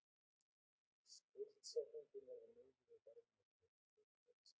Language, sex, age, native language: Icelandic, male, 20-29, Icelandic